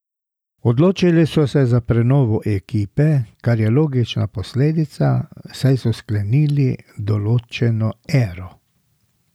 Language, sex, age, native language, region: Slovenian, male, 60+, Slovenian, Drava region